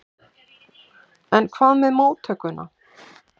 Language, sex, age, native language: Icelandic, male, 11, Icelandic